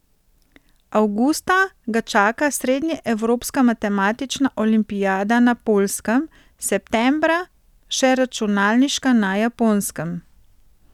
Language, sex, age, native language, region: Slovenian, female, 30-49, Slovenian, Central Slovenia